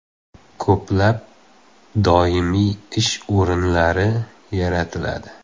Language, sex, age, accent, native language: Uzbek, male, 18-24, Xorazm, Uzbek